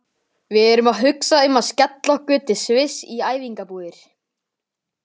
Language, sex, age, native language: Icelandic, male, 60-69, Icelandic